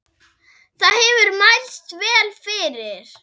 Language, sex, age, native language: Icelandic, female, 8, Icelandic